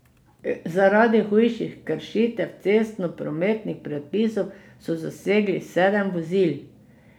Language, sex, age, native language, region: Slovenian, female, 60+, Slovenian, Drava region